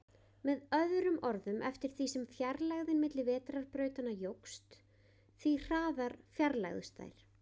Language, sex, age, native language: Icelandic, female, 20-29, Icelandic